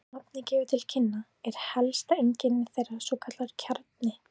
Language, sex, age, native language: Icelandic, female, 18-19, Icelandic